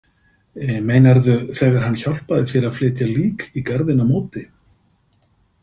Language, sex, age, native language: Icelandic, male, 50-59, Icelandic